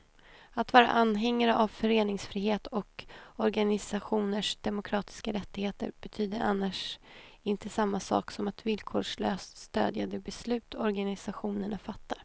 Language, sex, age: Swedish, female, 28